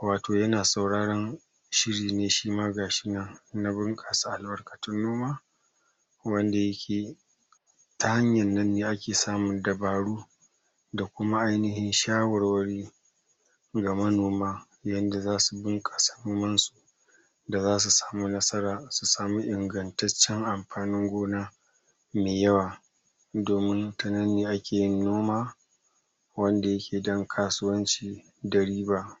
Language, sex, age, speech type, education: Hausa, male, 60+, spontaneous, tertiary